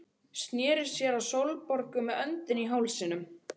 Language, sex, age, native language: Icelandic, male, 12, Icelandic